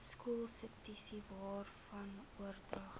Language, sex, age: Afrikaans, female, 20